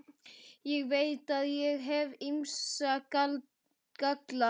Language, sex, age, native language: Icelandic, male, 12, Icelandic